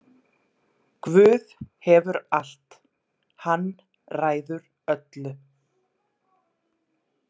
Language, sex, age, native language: Icelandic, female, 40-49, Icelandic